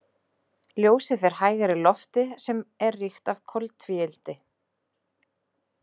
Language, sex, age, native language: Icelandic, female, 20-29, Icelandic